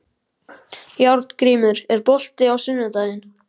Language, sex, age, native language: Icelandic, male, 14, Icelandic